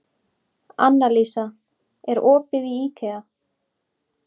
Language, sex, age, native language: Icelandic, female, 30-39, Icelandic